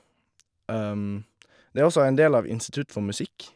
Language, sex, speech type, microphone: Norwegian, male, spontaneous, Shure